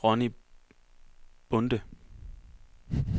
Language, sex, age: Danish, male, 24